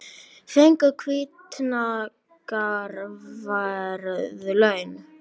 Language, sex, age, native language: Icelandic, female, 18-19, Icelandic